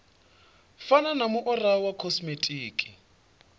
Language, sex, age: Venda, male, 28